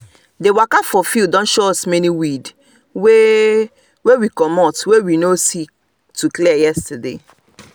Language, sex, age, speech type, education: Nigerian Pidgin, female, 30-45, spontaneous, tertiary